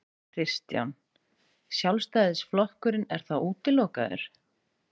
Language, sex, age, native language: Icelandic, female, 30-39, Icelandic